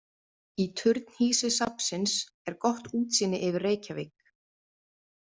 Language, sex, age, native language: Icelandic, female, 30-39, Icelandic